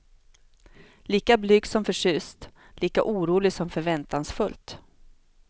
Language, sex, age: Swedish, female, 42